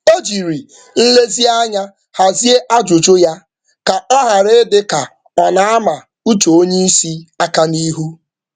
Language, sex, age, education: Igbo, male, 15-29, secondary